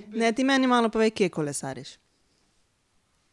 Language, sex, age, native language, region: Slovenian, female, 30-49, Slovenian, Pomurje region